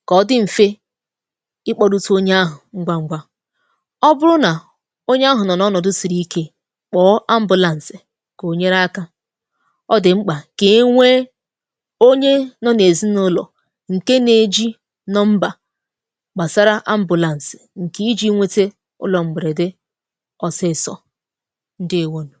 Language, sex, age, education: Igbo, female, 15-29, tertiary